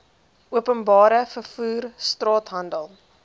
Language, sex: Afrikaans, female